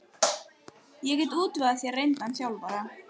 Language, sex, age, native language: Icelandic, female, 12, Icelandic